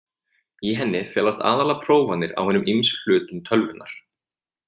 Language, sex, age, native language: Icelandic, male, 20-29, Icelandic